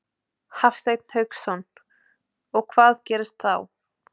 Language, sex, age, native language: Icelandic, female, 20-29, Icelandic